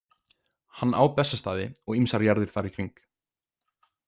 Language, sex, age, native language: Icelandic, male, 20-29, Icelandic